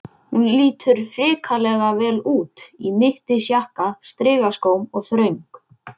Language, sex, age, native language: Icelandic, male, 11, Icelandic